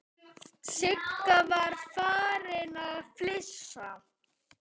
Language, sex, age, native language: Icelandic, male, 8, Icelandic